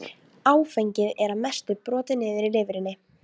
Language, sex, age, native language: Icelandic, female, 15, Icelandic